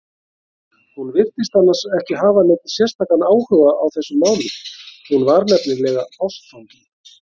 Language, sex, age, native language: Icelandic, male, 40-49, Icelandic